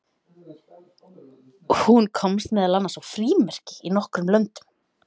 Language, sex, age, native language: Icelandic, female, 30-39, Icelandic